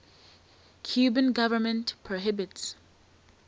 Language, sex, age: English, female, 19